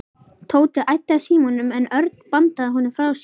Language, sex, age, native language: Icelandic, female, 11, Icelandic